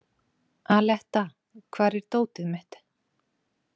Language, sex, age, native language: Icelandic, female, 40-49, Icelandic